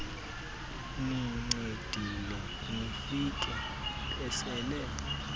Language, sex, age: Xhosa, male, 19